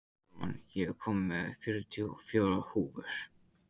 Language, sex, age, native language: Icelandic, male, 15, Icelandic